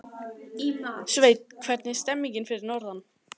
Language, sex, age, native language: Icelandic, other, 14, Icelandic